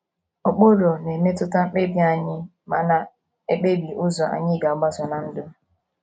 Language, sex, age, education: Igbo, female, 15-29, tertiary